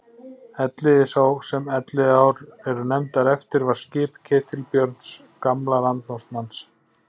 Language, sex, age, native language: Icelandic, male, 40-49, Icelandic